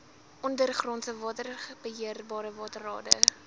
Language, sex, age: Afrikaans, female, 20